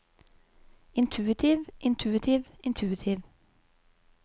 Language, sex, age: Norwegian, female, 35